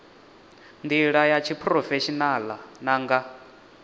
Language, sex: Venda, male